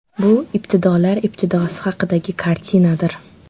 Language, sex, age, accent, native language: Uzbek, female, 12-17, Samarqand, Uzbek